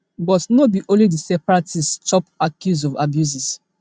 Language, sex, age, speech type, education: Nigerian Pidgin, female, 15-29, spontaneous, tertiary